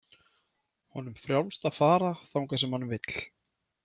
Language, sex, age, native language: Icelandic, male, 30-39, Icelandic